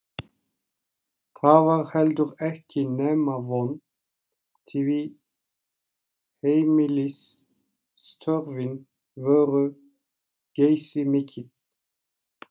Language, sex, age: Icelandic, male, 40-49